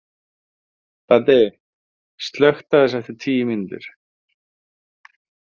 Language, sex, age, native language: Icelandic, male, 40-49, Icelandic